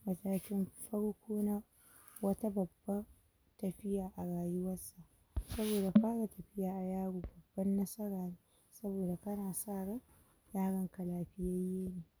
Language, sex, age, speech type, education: Hausa, female, 46-60, spontaneous, tertiary